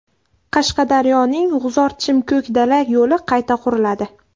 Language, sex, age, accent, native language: Uzbek, female, 18-24, Andijon, Uzbek